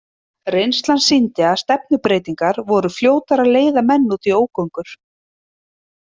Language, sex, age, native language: Icelandic, female, 30-39, Icelandic